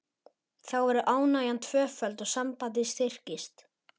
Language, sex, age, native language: Icelandic, male, 11, Icelandic